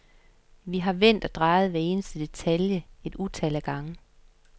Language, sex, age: Danish, female, 50